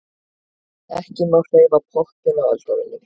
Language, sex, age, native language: Icelandic, female, 20-29, Icelandic